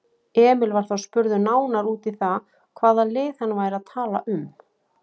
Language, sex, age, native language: Icelandic, female, 40-49, Icelandic